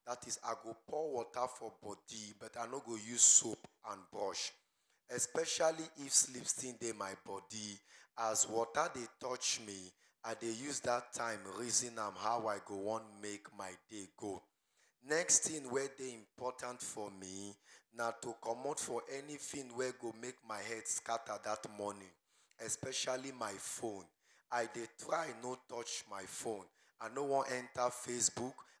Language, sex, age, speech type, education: Nigerian Pidgin, male, 30-45, spontaneous, tertiary